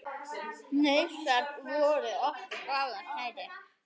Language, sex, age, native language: Icelandic, female, 9, Icelandic